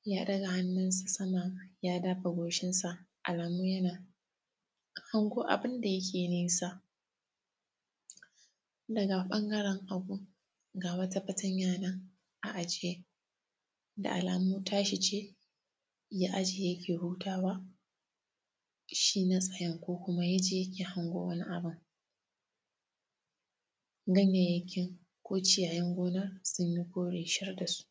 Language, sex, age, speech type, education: Hausa, female, 15-29, spontaneous, tertiary